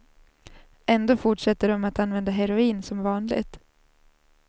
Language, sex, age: Swedish, female, 27